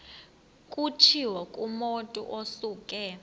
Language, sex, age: Xhosa, female, 26